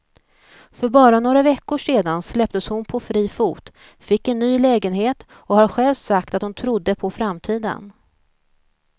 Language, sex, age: Swedish, female, 41